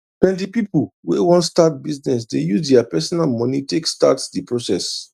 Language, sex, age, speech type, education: Nigerian Pidgin, male, 30-45, spontaneous, tertiary